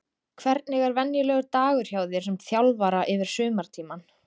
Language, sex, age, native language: Icelandic, female, 20-29, Icelandic